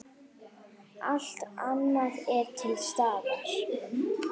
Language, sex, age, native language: Icelandic, female, 9, Icelandic